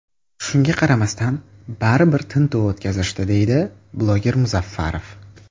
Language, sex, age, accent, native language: Uzbek, male, under 19, Toshkent shahri, Uzbek